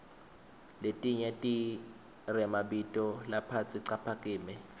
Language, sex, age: Swati, male, 21